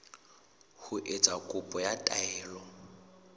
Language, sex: Southern Sotho, male